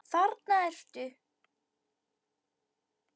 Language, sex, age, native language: Icelandic, female, 10, Icelandic